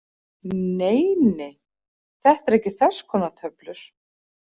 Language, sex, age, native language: Icelandic, female, 40-49, Icelandic